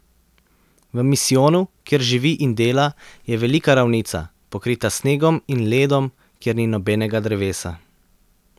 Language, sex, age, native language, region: Slovenian, male, 30-49, Slovenian, Central Slovenia